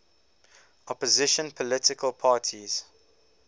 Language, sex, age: English, male, 18